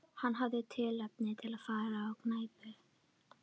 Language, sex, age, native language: Icelandic, female, 12, Icelandic